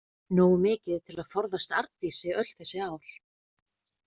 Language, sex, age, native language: Icelandic, female, 20-29, Icelandic